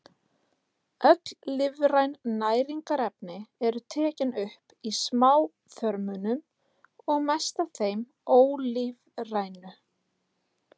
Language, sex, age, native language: Icelandic, female, 30-39, Icelandic